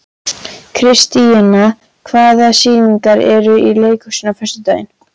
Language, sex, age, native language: Icelandic, female, 13, Icelandic